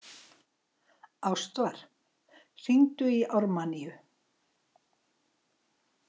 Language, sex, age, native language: Icelandic, female, 60-69, Icelandic